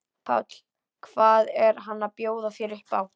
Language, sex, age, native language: Icelandic, female, 11, Icelandic